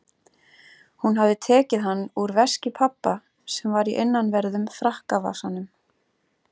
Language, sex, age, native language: Icelandic, female, 30-39, Icelandic